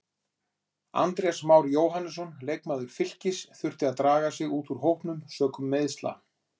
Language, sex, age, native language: Icelandic, male, 40-49, Icelandic